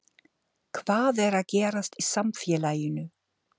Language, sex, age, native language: Icelandic, female, 50-59, German